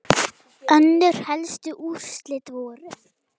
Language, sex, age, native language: Icelandic, female, 9, Icelandic